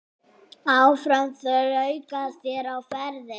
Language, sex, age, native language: Icelandic, female, 6, Icelandic